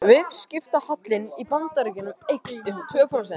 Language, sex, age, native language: Icelandic, male, 18-19, Icelandic